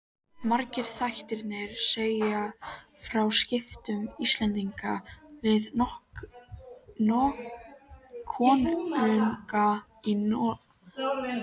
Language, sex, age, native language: Icelandic, female, 13, Icelandic